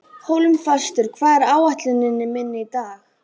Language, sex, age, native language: Icelandic, female, 12, Icelandic